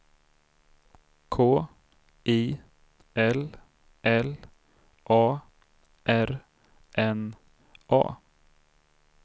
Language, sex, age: Swedish, male, 32